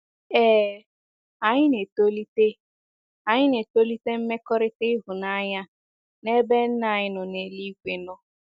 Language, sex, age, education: Igbo, female, 15-29, secondary